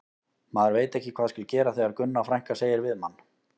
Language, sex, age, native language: Icelandic, male, 20-29, Icelandic